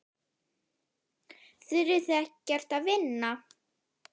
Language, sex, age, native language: Icelandic, female, 9, Icelandic